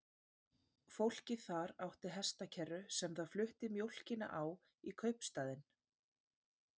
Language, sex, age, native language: Icelandic, female, 30-39, Icelandic